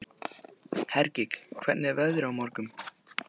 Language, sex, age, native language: Icelandic, male, 14, Icelandic